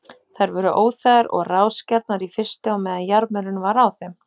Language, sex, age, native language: Icelandic, female, 30-39, Icelandic